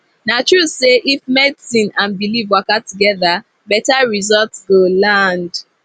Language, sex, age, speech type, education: Nigerian Pidgin, female, 15-29, spontaneous, tertiary